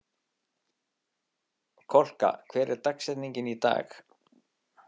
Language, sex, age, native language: Icelandic, male, 50-59, Icelandic